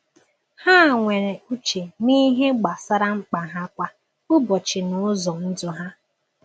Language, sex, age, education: Igbo, female, 15-29, tertiary